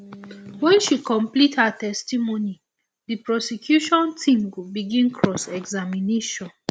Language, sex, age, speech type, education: Nigerian Pidgin, female, 30-45, spontaneous, tertiary